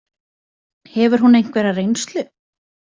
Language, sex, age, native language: Icelandic, female, 20-29, Icelandic